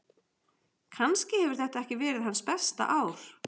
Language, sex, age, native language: Icelandic, female, 40-49, Icelandic